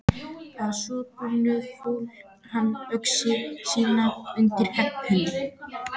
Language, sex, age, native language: Icelandic, female, 14, Icelandic